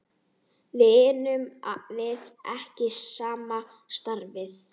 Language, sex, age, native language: Icelandic, female, 9, Icelandic